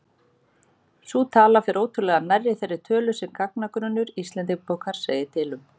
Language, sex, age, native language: Icelandic, female, 40-49, Icelandic